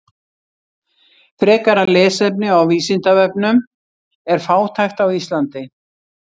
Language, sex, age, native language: Icelandic, female, 60-69, Icelandic